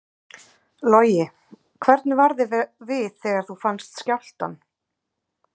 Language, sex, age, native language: Icelandic, female, 30-39, Icelandic